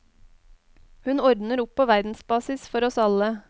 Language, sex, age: Norwegian, female, 21